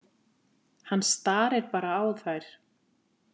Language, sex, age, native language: Icelandic, female, 50-59, Icelandic